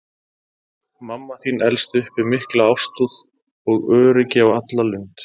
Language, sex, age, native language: Icelandic, male, 30-39, Icelandic